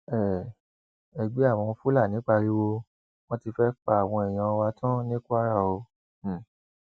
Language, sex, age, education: Yoruba, male, 30-45, tertiary